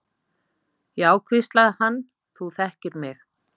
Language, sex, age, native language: Icelandic, female, 50-59, Icelandic